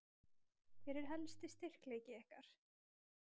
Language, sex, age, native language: Icelandic, female, 20-29, Icelandic